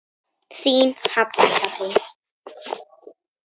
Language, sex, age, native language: Icelandic, female, 9, Icelandic